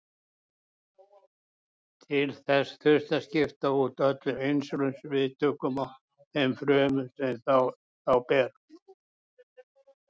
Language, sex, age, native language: Icelandic, male, 60-69, Icelandic